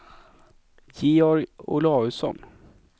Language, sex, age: Swedish, male, 24